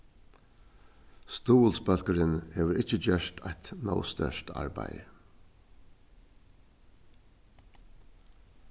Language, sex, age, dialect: Faroese, male, 61+, Suðurstreymoy